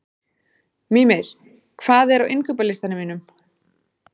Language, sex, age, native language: Icelandic, female, 40-49, Icelandic